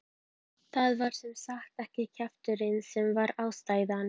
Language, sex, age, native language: Icelandic, female, 12, Icelandic